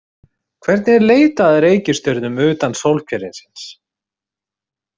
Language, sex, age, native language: Icelandic, male, 30-39, Icelandic